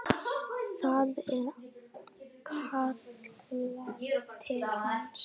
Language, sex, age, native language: Icelandic, female, 9, Icelandic